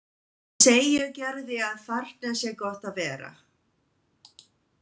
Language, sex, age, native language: Icelandic, female, 20-29, English